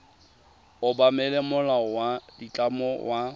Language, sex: Tswana, male